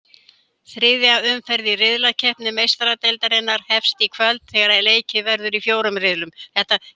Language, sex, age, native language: Icelandic, female, 70-79, Icelandic